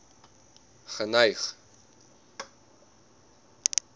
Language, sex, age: Afrikaans, male, 19